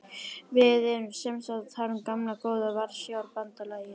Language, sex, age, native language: Icelandic, female, 11, Icelandic